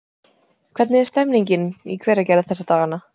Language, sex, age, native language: Icelandic, female, 20-29, Icelandic